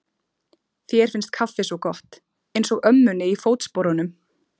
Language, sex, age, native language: Icelandic, female, 30-39, Icelandic